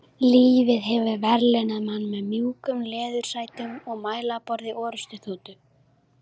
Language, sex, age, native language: Icelandic, female, 13, Icelandic